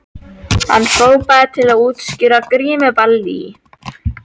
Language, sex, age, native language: Icelandic, female, 13, Icelandic